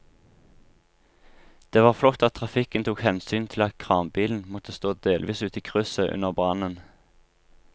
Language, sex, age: Norwegian, male, 23